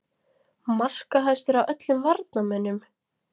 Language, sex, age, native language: Icelandic, female, 16, Latvian